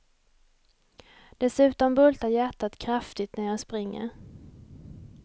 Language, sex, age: Swedish, female, 28